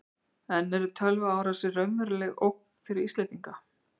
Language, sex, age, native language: Icelandic, female, 50-59, Icelandic